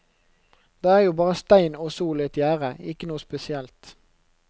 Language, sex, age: Norwegian, male, 29